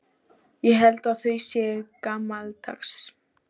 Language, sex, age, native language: Icelandic, female, 12, Icelandic